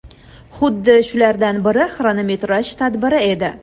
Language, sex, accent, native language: Uzbek, female, Andijon, Uzbek